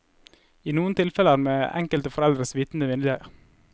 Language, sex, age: Norwegian, male, 21